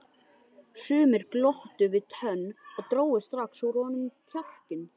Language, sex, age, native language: Icelandic, male, 13, Icelandic